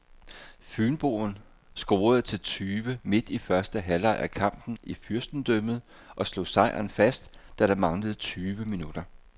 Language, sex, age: Danish, male, 58